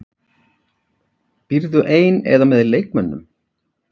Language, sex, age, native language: Icelandic, male, 40-49, Icelandic